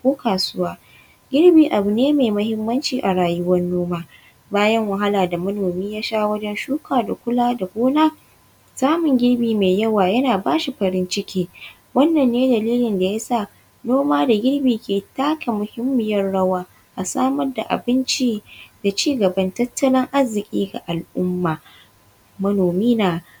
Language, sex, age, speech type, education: Hausa, female, 15-29, spontaneous, tertiary